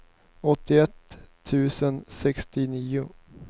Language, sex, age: Swedish, male, 19